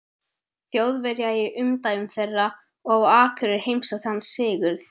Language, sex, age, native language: Icelandic, male, 12, Icelandic